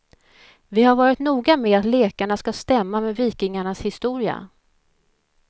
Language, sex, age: Swedish, female, 41